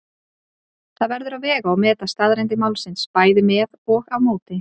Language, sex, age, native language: Icelandic, female, 30-39, Icelandic